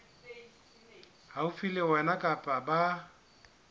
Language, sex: Southern Sotho, male